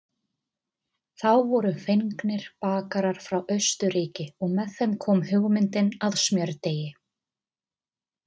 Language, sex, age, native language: Icelandic, female, 30-39, Icelandic